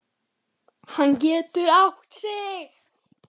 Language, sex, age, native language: Icelandic, male, 10, Icelandic